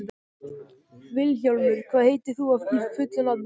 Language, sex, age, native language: Icelandic, male, 14, Icelandic